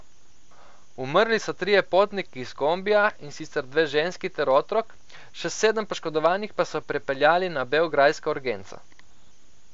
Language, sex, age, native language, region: Slovenian, male, 18-29, Slovenian, Coastal Karst region